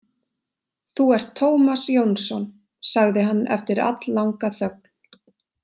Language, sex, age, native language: Icelandic, female, 20-29, Icelandic